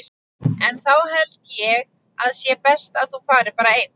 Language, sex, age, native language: Icelandic, female, 20-29, Icelandic